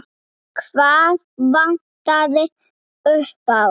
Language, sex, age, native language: Icelandic, female, 8, Icelandic